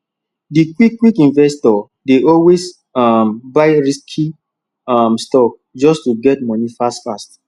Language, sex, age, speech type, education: Nigerian Pidgin, male, 15-29, spontaneous, tertiary